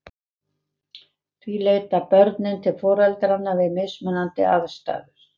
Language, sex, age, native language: Icelandic, female, 70-79, Icelandic